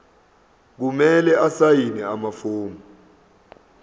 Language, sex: Zulu, male